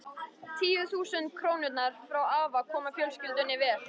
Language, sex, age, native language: Icelandic, female, 13, Icelandic